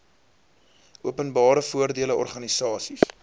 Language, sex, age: Afrikaans, male, 23